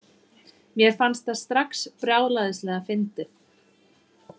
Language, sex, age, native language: Icelandic, female, 30-39, Icelandic